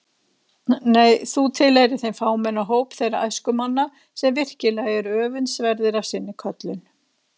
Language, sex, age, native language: Icelandic, female, 60-69, Icelandic